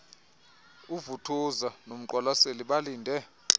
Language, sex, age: Xhosa, male, 24